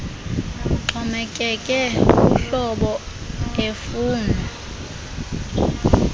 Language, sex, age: Xhosa, female, 23